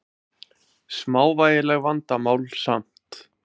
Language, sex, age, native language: Icelandic, male, 20-29, Icelandic